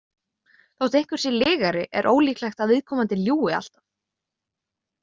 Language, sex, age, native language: Icelandic, female, 20-29, Icelandic